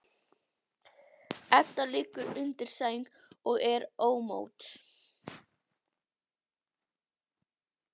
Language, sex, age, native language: Icelandic, female, 11, Icelandic